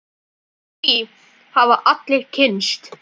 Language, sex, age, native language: Icelandic, male, 10, Icelandic